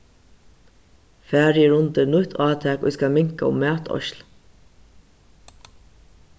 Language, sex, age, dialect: Faroese, female, 36-60, Suðurstreymoy